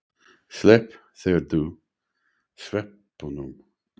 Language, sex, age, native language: Icelandic, male, 60-69, English